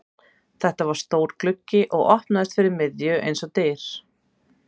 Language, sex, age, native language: Icelandic, female, 30-39, Icelandic